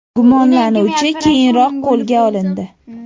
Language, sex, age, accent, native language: Uzbek, female, under 19, Sirdaryo, Uzbek